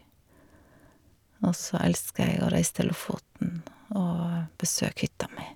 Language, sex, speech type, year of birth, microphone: Norwegian, female, spontaneous, 1952, Shure